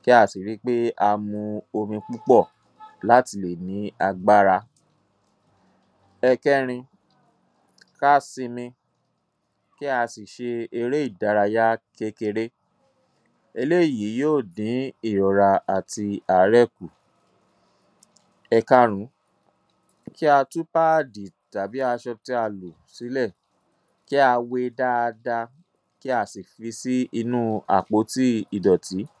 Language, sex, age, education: Yoruba, male, 30-45, tertiary